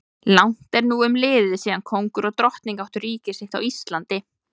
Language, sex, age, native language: Icelandic, female, 20-29, Icelandic